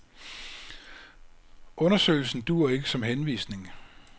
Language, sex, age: Danish, male, 56